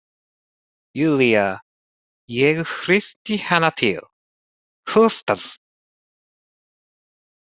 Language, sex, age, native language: Icelandic, male, 30-39, Japanese